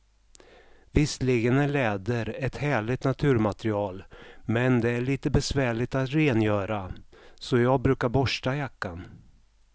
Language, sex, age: Swedish, male, 55